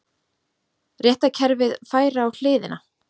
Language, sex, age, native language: Icelandic, female, 30-39, Icelandic